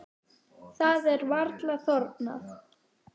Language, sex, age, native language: Icelandic, female, 10, Icelandic